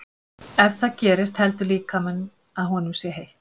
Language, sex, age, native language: Icelandic, female, 50-59, Icelandic